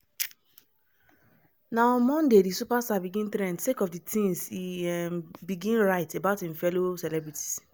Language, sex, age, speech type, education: Nigerian Pidgin, female, 30-45, spontaneous, tertiary